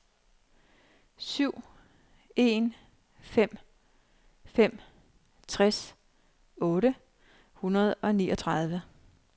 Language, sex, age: Danish, female, 39